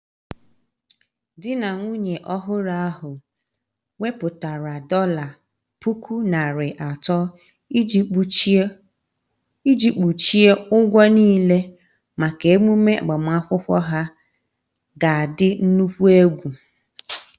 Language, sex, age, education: Igbo, female, 30-45, tertiary